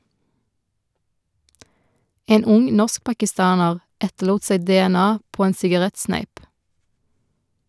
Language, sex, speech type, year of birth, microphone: Norwegian, female, read, 1990, Shure